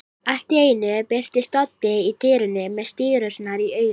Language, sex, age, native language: Icelandic, female, 18-19, Icelandic